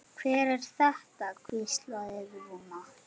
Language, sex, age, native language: Icelandic, male, 8, Icelandic